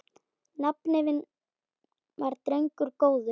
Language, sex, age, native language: Icelandic, male, 9, Icelandic